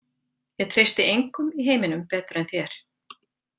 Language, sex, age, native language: Icelandic, female, 40-49, Icelandic